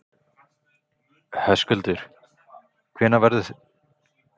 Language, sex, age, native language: Icelandic, male, 20-29, Icelandic